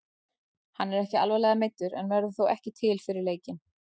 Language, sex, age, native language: Icelandic, female, 40-49, Icelandic